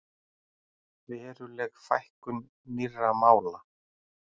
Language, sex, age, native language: Icelandic, male, 40-49, Icelandic